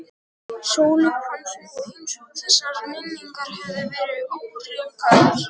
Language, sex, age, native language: Icelandic, male, 12, Icelandic